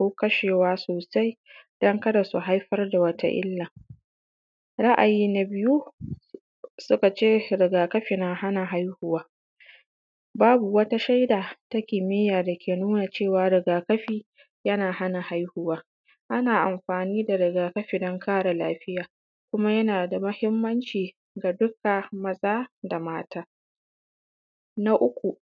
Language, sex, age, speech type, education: Hausa, female, 15-29, spontaneous, secondary